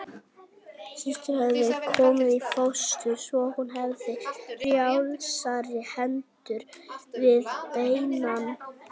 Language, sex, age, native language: Icelandic, female, 18-19, Icelandic